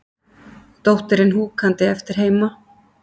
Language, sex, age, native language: Icelandic, female, 50-59, Icelandic